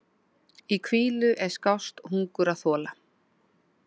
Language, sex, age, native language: Icelandic, female, 40-49, Icelandic